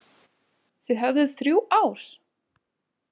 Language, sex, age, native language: Icelandic, female, 18-19, Icelandic